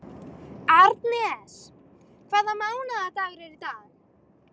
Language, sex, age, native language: Icelandic, female, 18-19, Icelandic